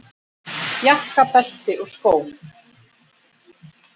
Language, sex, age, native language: Icelandic, male, 9, Icelandic